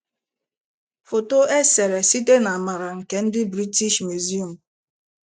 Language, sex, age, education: Igbo, female, 15-29, tertiary